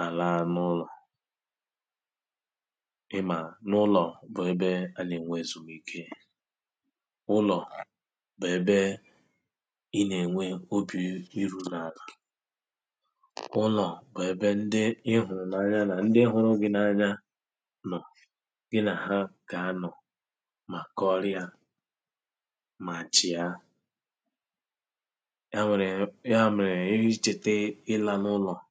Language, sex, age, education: Igbo, male, 30-45, tertiary